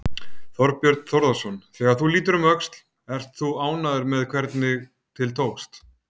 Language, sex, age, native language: Icelandic, male, 50-59, Icelandic